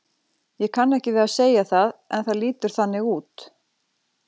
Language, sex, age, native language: Icelandic, female, 40-49, Icelandic